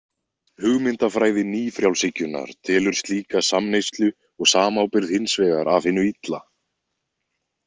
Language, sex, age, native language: Icelandic, male, 20-29, Icelandic